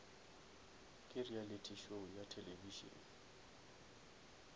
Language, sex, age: Northern Sotho, male, 23